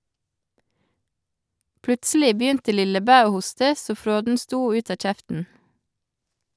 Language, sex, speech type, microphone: Norwegian, female, read, Shure